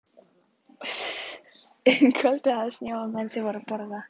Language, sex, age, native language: Icelandic, female, 11, Icelandic